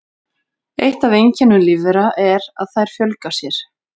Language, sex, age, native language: Icelandic, female, 40-49, Icelandic